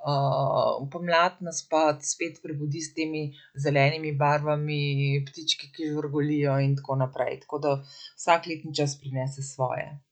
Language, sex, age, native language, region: Slovenian, female, 50-59, Slovenian, Central Slovenia